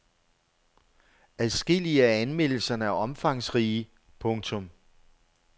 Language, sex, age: Danish, male, 48